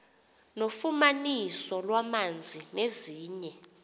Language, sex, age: Xhosa, female, 28